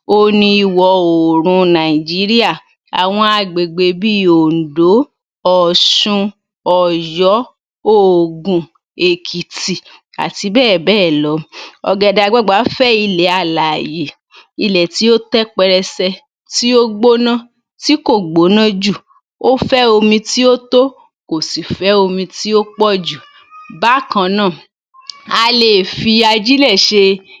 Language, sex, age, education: Yoruba, female, 30-45, tertiary